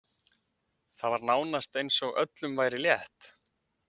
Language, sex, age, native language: Icelandic, male, 20-29, Icelandic